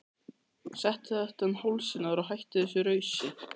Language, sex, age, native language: Icelandic, male, 13, Icelandic